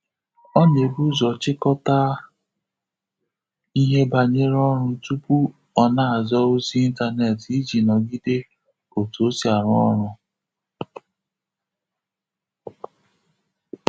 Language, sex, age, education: Igbo, male, 30-45, tertiary